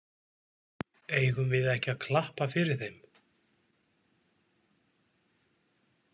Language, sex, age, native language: Icelandic, male, 20-29, Icelandic